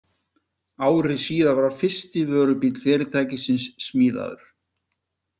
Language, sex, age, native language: Icelandic, male, 50-59, Icelandic